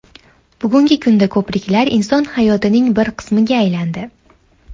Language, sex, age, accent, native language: Uzbek, female, 19-29, Andijon, Uzbek